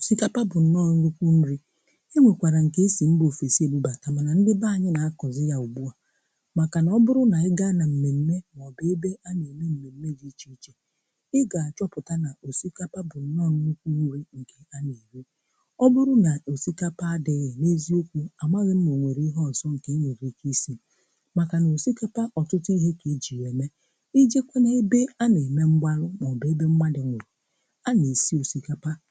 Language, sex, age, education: Igbo, female, 15-29, tertiary